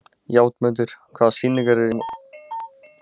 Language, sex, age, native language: Icelandic, male, 16, Icelandic